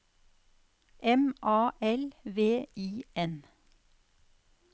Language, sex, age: Norwegian, female, 46